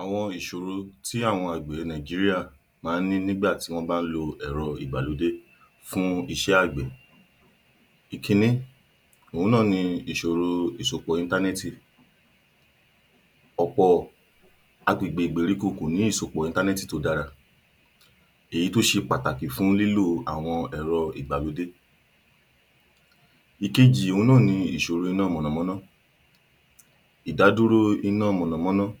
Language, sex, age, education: Yoruba, male, 30-45, tertiary